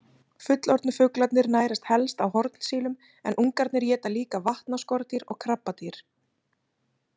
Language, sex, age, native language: Icelandic, female, 30-39, Icelandic